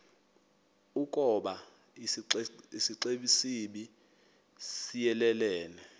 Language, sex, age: Xhosa, male, 22